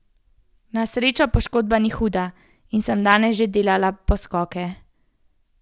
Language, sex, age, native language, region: Slovenian, female, 18-29, Slovenian, Central Slovenia